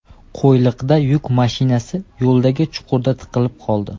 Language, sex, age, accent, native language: Uzbek, male, 19-29, Andijon, Uzbek